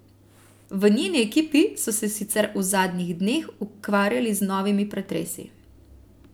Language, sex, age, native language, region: Slovenian, female, 30-49, Slovenian, Central Slovenia